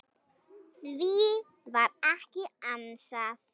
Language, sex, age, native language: Icelandic, female, 9, Icelandic